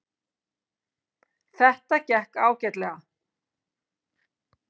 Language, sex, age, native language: Icelandic, female, 50-59, Icelandic